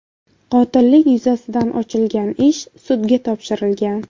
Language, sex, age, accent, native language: Uzbek, female, 18-24, Buxoro, Uzbek